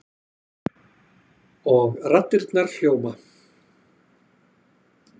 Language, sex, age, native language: Icelandic, male, 40-49, Icelandic